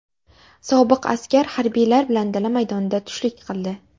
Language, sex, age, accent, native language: Uzbek, female, under 19, Jizzax, Uzbek